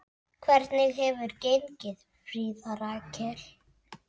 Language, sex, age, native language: Icelandic, male, 8, Icelandic